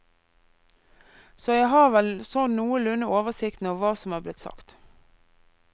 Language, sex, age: Norwegian, female, 24